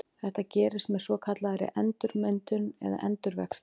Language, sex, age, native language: Icelandic, female, 40-49, Icelandic